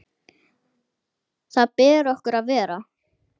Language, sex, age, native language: Icelandic, female, 10, Icelandic